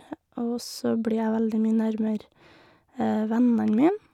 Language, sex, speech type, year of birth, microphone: Norwegian, female, spontaneous, 1988, Shure